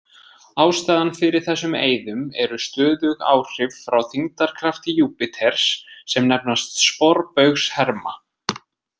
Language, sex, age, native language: Icelandic, male, 20-29, Icelandic